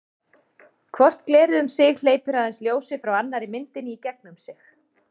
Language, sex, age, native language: Icelandic, female, 30-39, Icelandic